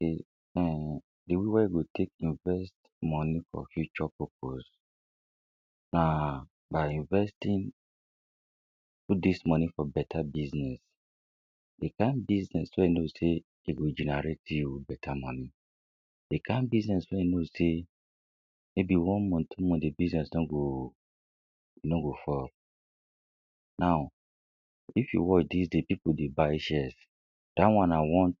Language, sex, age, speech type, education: Nigerian Pidgin, female, 60+, spontaneous, secondary